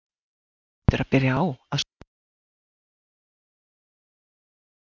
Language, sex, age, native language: Icelandic, female, 40-49, Icelandic